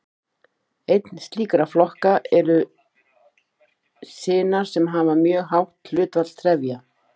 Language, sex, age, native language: Icelandic, female, 50-59, Icelandic